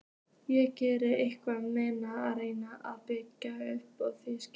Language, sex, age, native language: Icelandic, female, 15, Icelandic